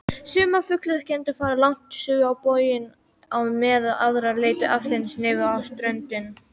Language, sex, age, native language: Icelandic, female, 18-19, Icelandic